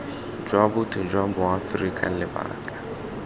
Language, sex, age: Tswana, male, 21